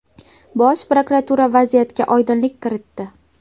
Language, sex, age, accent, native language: Uzbek, female, 18-24, Toshkent viloyati, Uzbek